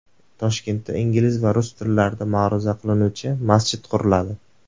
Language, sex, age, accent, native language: Uzbek, male, 19-29, Surxondaryo, Uzbek